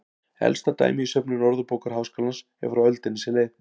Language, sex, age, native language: Icelandic, male, 40-49, Icelandic